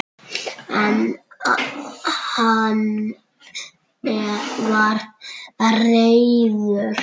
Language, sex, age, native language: Icelandic, male, 9, Icelandic